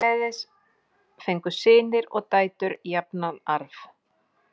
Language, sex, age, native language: Icelandic, female, 40-49, Icelandic